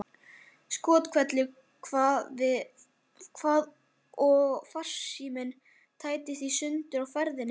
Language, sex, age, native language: Icelandic, male, 11, Icelandic